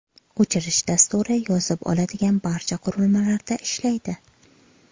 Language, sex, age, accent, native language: Uzbek, female, 25-34, Qashqadaryo, Uzbek